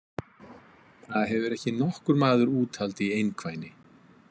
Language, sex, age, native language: Icelandic, male, 50-59, Icelandic